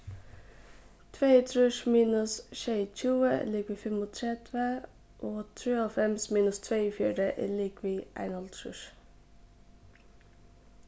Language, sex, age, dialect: Faroese, female, 15-35, Suðurstreymoy